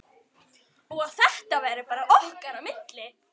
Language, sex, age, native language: Icelandic, female, 12, Icelandic